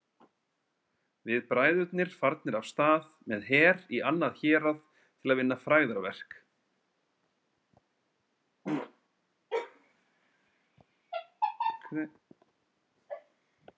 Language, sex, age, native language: Icelandic, male, 30-39, Icelandic